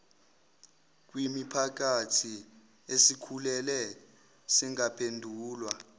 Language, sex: Zulu, male